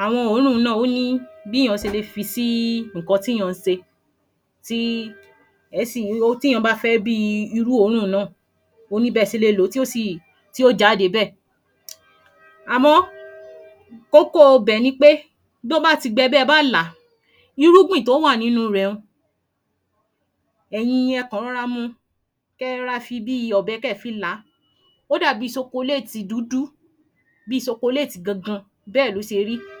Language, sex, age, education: Yoruba, female, 30-45, tertiary